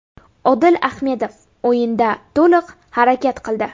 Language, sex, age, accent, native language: Uzbek, female, 18-24, Buxoro, Uzbek